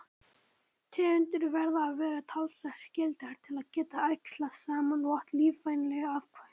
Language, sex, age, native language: Icelandic, male, 18-19, Icelandic